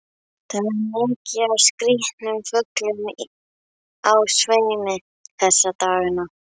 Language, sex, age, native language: Icelandic, female, 11, Icelandic